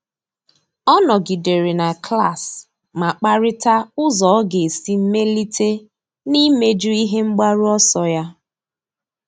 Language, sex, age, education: Igbo, female, 30-45, tertiary